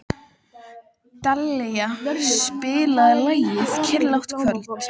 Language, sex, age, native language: Icelandic, female, 12, Icelandic